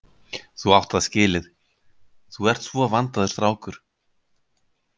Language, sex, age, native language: Icelandic, male, 50-59, Icelandic